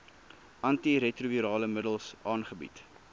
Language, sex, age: Afrikaans, male, 19